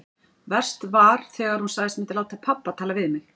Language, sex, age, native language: Icelandic, female, 40-49, Icelandic